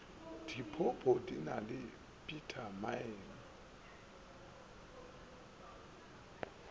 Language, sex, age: Northern Sotho, male, 24